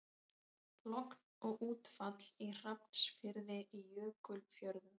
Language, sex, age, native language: Icelandic, female, 30-39, Icelandic